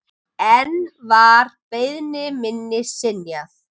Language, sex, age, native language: Icelandic, male, 7, Icelandic